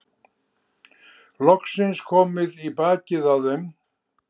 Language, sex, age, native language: Icelandic, male, 70-79, Icelandic